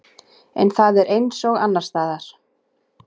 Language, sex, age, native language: Icelandic, female, 30-39, Icelandic